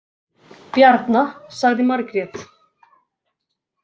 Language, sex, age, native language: Icelandic, female, 40-49, Icelandic